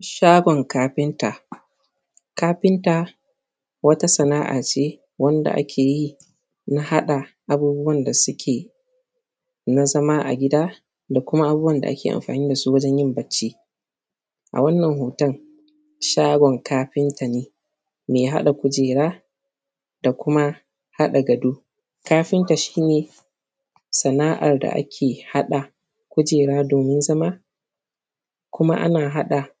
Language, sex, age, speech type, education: Hausa, male, 15-29, spontaneous, primary